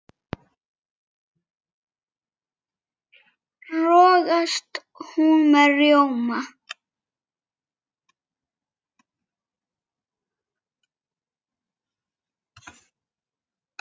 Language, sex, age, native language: Icelandic, female, 9, Icelandic